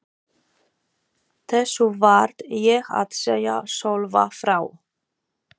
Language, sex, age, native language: Icelandic, female, 40-49, Polish